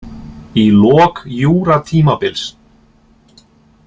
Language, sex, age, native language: Icelandic, male, 30-39, Icelandic